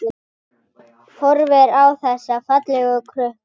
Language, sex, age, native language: Icelandic, female, 10, Icelandic